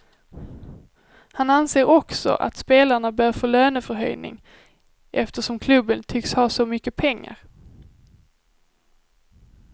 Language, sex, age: Swedish, female, 23